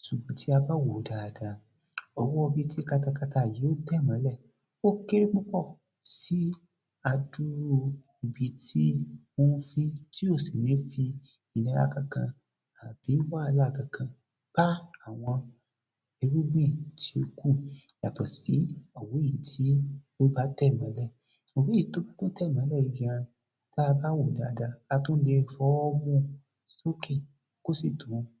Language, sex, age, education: Yoruba, male, 30-45, tertiary